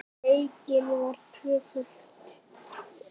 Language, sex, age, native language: Icelandic, male, 8, Icelandic